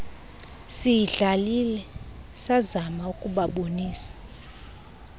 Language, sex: Xhosa, female